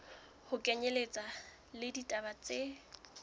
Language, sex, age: Southern Sotho, female, 21